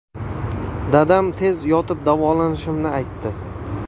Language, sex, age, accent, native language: Uzbek, male, 19-29, Toshkent viloyati, Uzbek